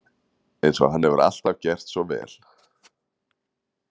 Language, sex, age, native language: Icelandic, male, 30-39, Icelandic